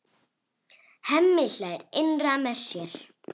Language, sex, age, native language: Icelandic, female, 8, Icelandic